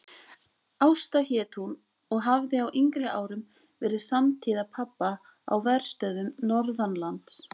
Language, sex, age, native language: Icelandic, female, 20-29, Icelandic